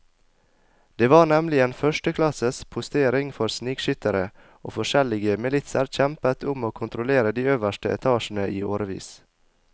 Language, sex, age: Norwegian, male, 22